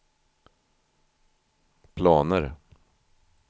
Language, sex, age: Swedish, male, 50